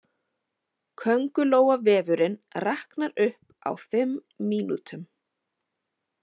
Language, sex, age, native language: Icelandic, female, 30-39, Icelandic